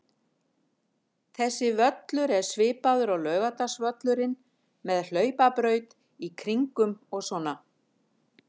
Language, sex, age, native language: Icelandic, female, 50-59, Icelandic